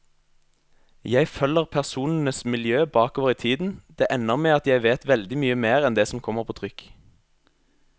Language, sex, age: Norwegian, male, 22